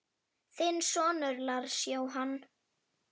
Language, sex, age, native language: Icelandic, female, 9, Icelandic